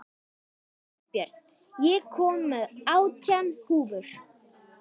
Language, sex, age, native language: Icelandic, female, 50-59, Icelandic